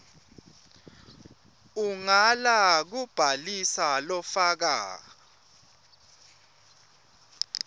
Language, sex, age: Swati, male, 25